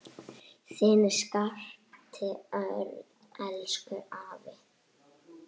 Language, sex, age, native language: Icelandic, female, 8, Icelandic